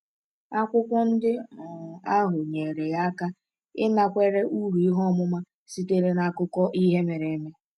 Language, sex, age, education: Igbo, female, 15-29, tertiary